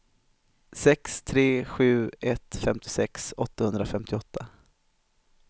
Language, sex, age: Swedish, male, 25